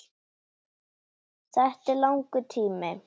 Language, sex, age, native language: Icelandic, female, 10, Icelandic